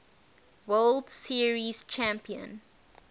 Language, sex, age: English, female, 19